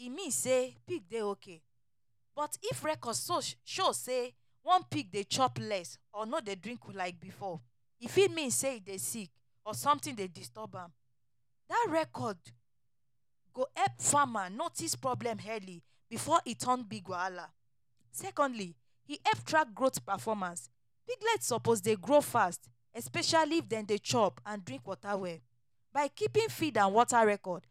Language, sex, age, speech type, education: Nigerian Pidgin, female, 30-45, spontaneous, tertiary